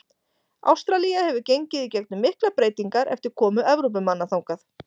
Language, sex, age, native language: Icelandic, female, 40-49, Icelandic